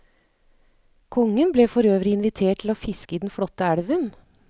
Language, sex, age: Norwegian, female, 39